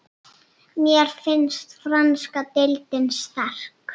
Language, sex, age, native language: Icelandic, female, 7, Icelandic